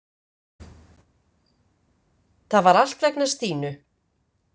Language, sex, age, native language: Icelandic, female, 50-59, Icelandic